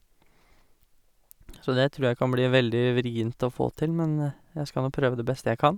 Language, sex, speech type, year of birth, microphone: Norwegian, male, spontaneous, 1986, Sennheiser